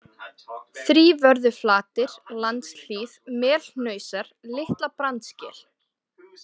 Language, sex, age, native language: Icelandic, female, 20-29, Icelandic